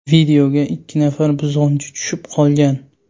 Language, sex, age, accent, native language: Uzbek, male, 18-24, Sirdaryo, Uzbek